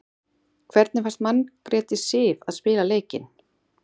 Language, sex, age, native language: Icelandic, female, 30-39, Icelandic